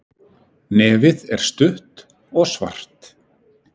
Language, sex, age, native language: Icelandic, male, 9, Icelandic